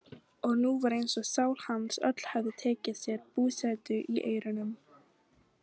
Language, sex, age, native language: Icelandic, female, 18-19, Icelandic